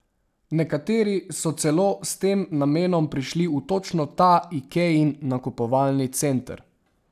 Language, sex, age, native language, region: Slovenian, male, 18-29, Slovenian, Savinja region